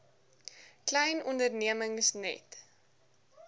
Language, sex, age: Afrikaans, female, 19